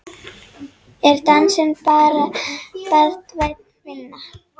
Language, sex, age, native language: Icelandic, female, 7, Icelandic